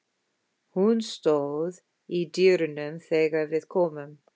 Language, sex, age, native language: Icelandic, female, 50-59, English